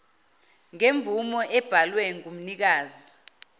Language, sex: Zulu, female